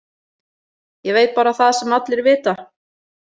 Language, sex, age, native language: Icelandic, female, 40-49, Icelandic